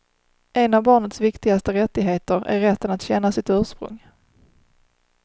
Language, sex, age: Swedish, female, 30